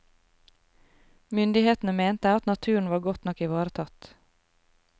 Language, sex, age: Norwegian, female, 33